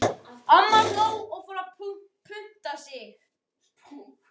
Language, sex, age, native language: Icelandic, male, 13, Icelandic